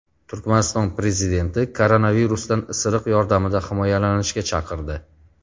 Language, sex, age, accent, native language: Uzbek, male, 35+, Farg'ona, Uzbek